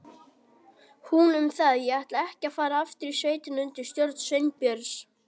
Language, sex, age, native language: Icelandic, male, 18-19, Icelandic